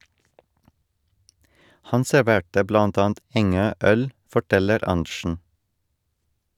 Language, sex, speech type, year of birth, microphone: Norwegian, male, read, 1984, Shure